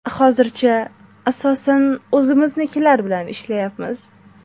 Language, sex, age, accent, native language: Uzbek, female, 18-24, Toshkent shahri, Uzbek